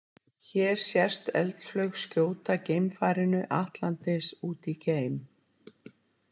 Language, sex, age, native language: Icelandic, female, 50-59, Icelandic